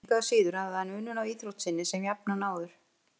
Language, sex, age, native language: Icelandic, female, 50-59, Icelandic